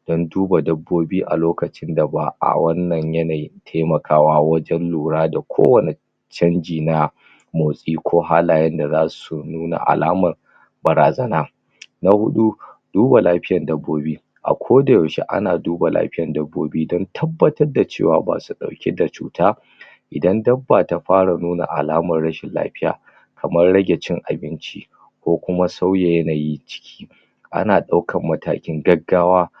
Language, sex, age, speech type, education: Hausa, male, 30-45, spontaneous, tertiary